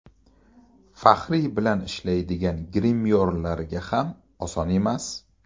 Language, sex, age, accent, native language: Uzbek, male, 35+, Toshkent shahri, Uzbek